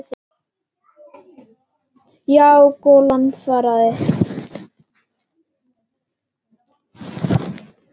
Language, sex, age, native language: Icelandic, female, 10, Icelandic